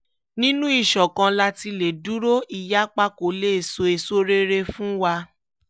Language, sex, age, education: Yoruba, female, 15-29, tertiary